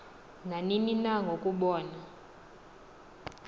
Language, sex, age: Xhosa, female, 20